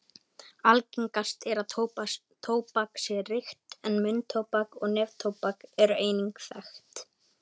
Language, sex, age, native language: Icelandic, male, 18-19, Icelandic